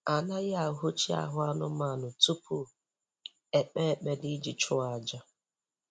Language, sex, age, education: Igbo, female, 15-29, tertiary